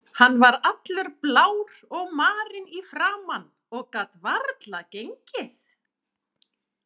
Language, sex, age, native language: Icelandic, female, 40-49, Icelandic